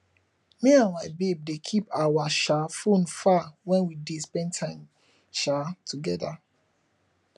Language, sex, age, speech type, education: Nigerian Pidgin, male, 15-29, spontaneous, tertiary